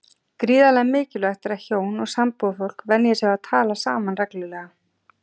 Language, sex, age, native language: Icelandic, female, 40-49, Icelandic